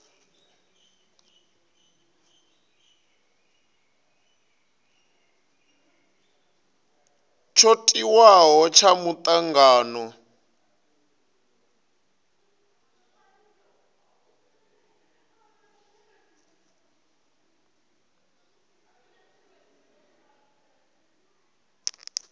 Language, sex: Venda, male